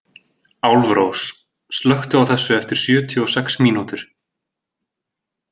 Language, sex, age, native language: Icelandic, male, 20-29, Icelandic